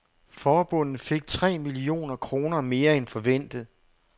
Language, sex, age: Danish, male, 48